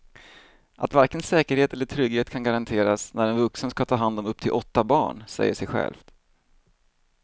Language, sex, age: Swedish, male, 38